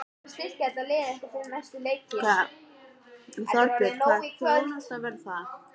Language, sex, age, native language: Icelandic, female, 13, Icelandic